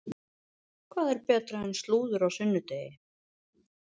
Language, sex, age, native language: Icelandic, female, 50-59, Icelandic